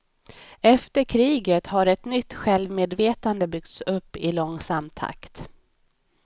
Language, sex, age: Swedish, female, 31